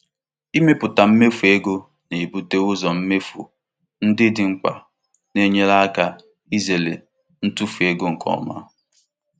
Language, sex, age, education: Igbo, male, 15-29, tertiary